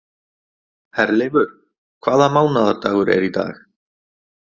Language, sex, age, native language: Icelandic, male, 20-29, Icelandic